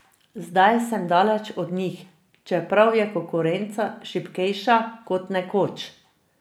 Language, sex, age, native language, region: Slovenian, female, 50-59, Slovenian, Drava region